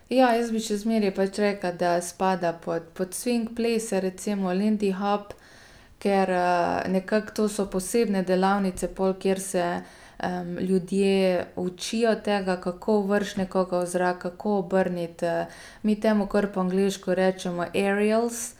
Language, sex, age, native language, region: Slovenian, female, 30-49, Slovenian, Gorica region